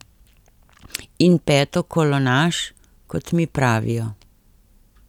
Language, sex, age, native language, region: Slovenian, female, 50-59, Slovenian, Central Slovenia